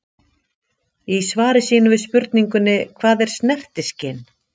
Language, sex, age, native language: Icelandic, female, 50-59, Icelandic